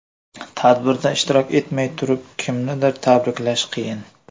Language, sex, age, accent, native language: Uzbek, male, 18-24, Surxondaryo, Uzbek